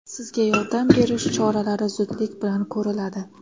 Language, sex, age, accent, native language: Uzbek, female, 19-29, Xorazm, Uzbek